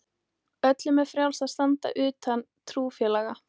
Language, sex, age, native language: Icelandic, female, 18-19, Icelandic